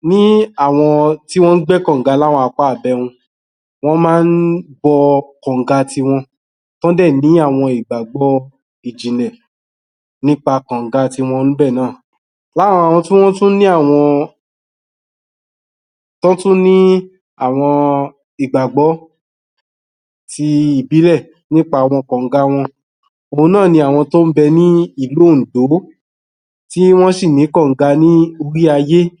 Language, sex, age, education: Yoruba, male, 30-45, tertiary